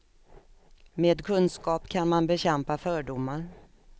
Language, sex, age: Swedish, female, 56